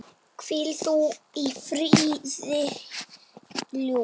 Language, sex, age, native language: Icelandic, male, 7, Icelandic